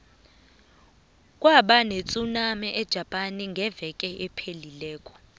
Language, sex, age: South Ndebele, female, 22